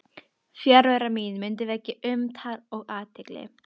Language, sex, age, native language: Icelandic, female, 12, Icelandic